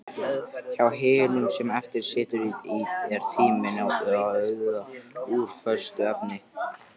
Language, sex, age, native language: Icelandic, male, 13, Icelandic